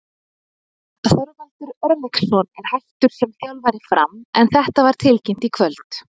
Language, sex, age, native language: Icelandic, female, 30-39, Icelandic